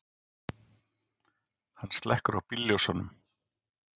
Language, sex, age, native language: Icelandic, male, 40-49, Icelandic